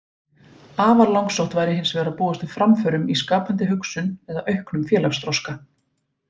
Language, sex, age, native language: Icelandic, female, 40-49, Icelandic